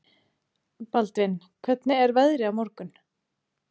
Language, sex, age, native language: Icelandic, female, 30-39, Icelandic